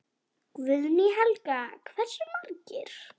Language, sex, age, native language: Icelandic, female, 10, Icelandic